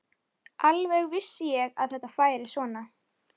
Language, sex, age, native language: Icelandic, female, 11, Icelandic